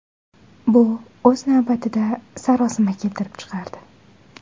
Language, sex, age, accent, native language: Uzbek, female, 18-24, Navoiy, Uzbek